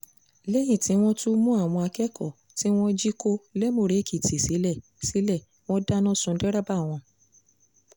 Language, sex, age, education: Yoruba, female, 15-29, secondary